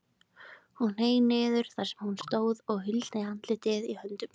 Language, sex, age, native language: Icelandic, female, 20-29, Icelandic